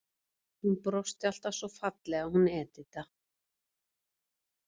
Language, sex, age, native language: Icelandic, female, 50-59, Icelandic